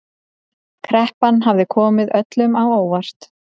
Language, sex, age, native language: Icelandic, female, 30-39, Icelandic